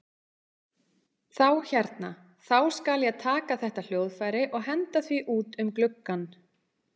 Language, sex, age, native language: Icelandic, female, 30-39, Icelandic